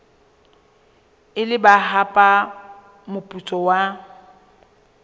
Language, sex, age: Southern Sotho, female, 23